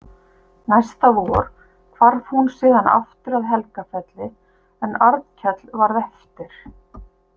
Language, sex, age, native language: Icelandic, female, 50-59, Icelandic